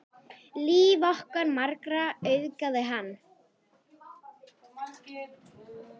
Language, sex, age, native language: Icelandic, female, 10, Icelandic